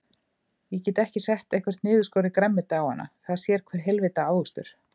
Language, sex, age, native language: Icelandic, female, 50-59, Icelandic